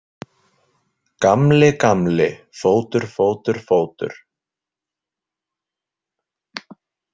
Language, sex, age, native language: Icelandic, male, 20-29, Icelandic